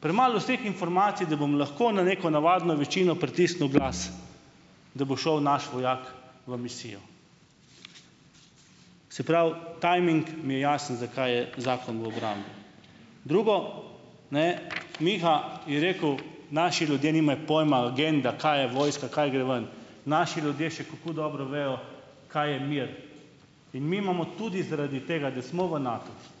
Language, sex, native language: Slovenian, male, Slovenian